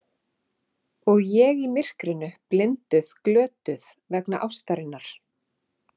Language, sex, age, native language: Icelandic, female, 40-49, Icelandic